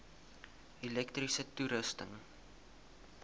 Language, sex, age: Afrikaans, male, 19